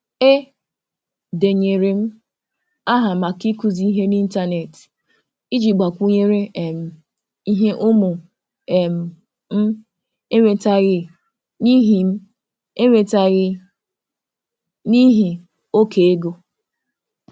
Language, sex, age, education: Igbo, female, 30-45, tertiary